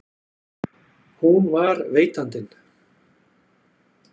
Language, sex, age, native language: Icelandic, male, 40-49, Icelandic